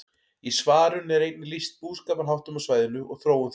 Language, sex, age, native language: Icelandic, male, 40-49, Icelandic